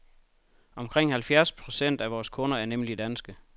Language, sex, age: Danish, male, 31